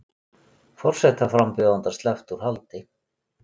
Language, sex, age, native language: Icelandic, male, 40-49, Icelandic